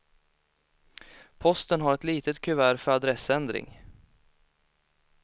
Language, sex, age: Swedish, male, 18